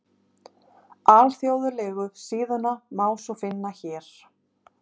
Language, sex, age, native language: Icelandic, female, 30-39, Icelandic